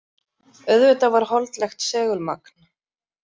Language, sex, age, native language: Icelandic, female, 30-39, Icelandic